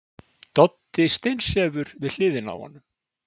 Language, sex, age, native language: Icelandic, male, 60-69, Icelandic